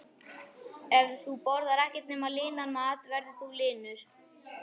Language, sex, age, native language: Icelandic, male, 11, Icelandic